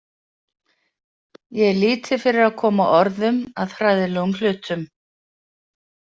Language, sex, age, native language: Icelandic, female, 50-59, Icelandic